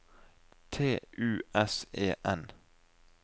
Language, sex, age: Norwegian, male, 20